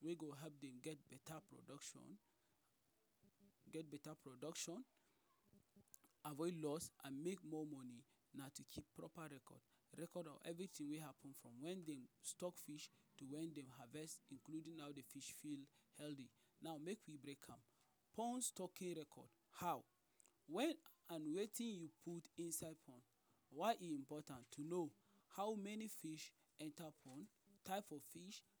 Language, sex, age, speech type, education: Nigerian Pidgin, male, 30-45, spontaneous, tertiary